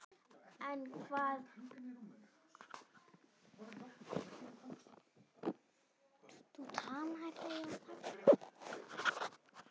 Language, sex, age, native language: Icelandic, female, 8, Icelandic